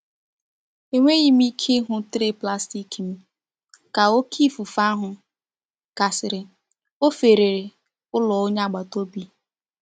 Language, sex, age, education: Igbo, female, 15-29, tertiary